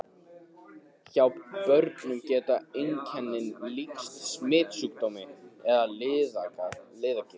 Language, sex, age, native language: Icelandic, male, 15, Icelandic